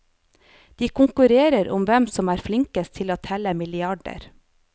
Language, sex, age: Norwegian, female, 30